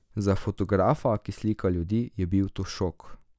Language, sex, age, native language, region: Slovenian, male, 18-29, Slovenian, Drava region